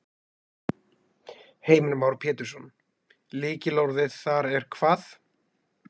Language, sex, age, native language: Icelandic, male, 20-29, Icelandic